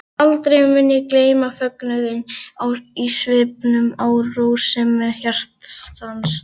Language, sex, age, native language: Icelandic, female, 11, Icelandic